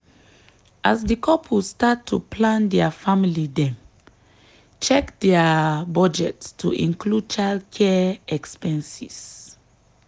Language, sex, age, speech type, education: Nigerian Pidgin, female, 30-45, spontaneous, tertiary